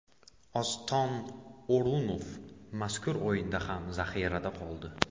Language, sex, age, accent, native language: Uzbek, male, 18-24, Andijon, Uzbek